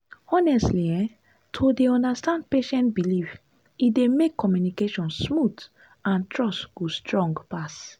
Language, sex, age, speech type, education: Nigerian Pidgin, female, 15-29, spontaneous, tertiary